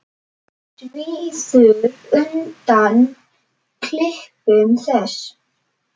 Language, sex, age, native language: Icelandic, male, 10, Icelandic